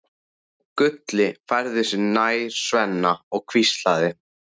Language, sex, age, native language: Icelandic, male, 14, Icelandic